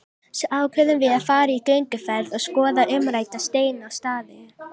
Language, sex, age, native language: Icelandic, female, 18-19, Icelandic